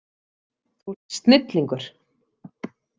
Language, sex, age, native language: Icelandic, female, 30-39, Icelandic